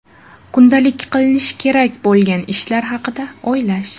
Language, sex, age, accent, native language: Uzbek, female, 18-24, Jizzax, Uzbek